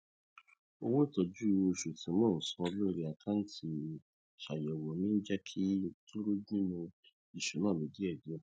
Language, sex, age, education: Yoruba, male, 30-45, tertiary